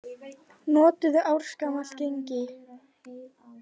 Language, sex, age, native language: Icelandic, other, 20-29, Icelandic